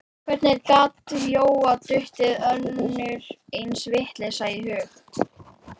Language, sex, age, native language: Icelandic, female, 11, Icelandic